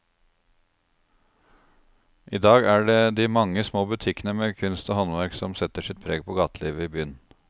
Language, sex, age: Norwegian, male, 36